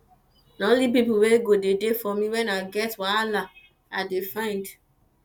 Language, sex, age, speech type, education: Nigerian Pidgin, female, 15-29, spontaneous, tertiary